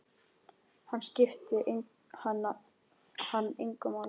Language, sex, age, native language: Icelandic, male, 10, Icelandic